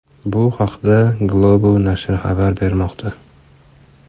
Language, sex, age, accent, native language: Uzbek, male, 25-34, Farg'ona, Uzbek